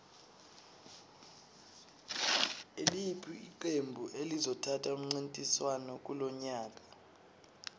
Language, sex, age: Swati, male, 19